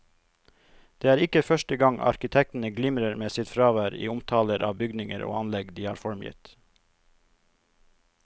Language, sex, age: Norwegian, male, 42